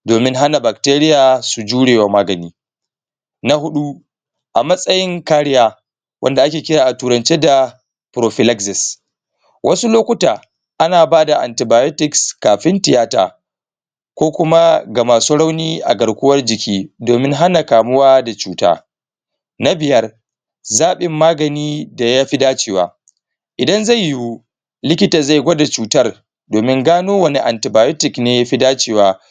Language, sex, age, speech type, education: Hausa, male, 15-29, spontaneous, primary